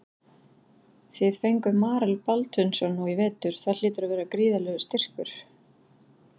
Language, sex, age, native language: Icelandic, female, 40-49, Icelandic